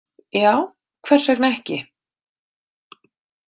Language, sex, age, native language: Icelandic, female, 30-39, Icelandic